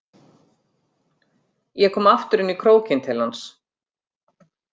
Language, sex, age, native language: Icelandic, female, 50-59, Icelandic